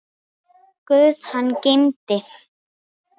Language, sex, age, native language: Icelandic, female, 8, Icelandic